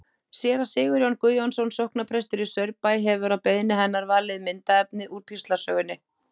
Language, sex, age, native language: Icelandic, female, 18-19, Icelandic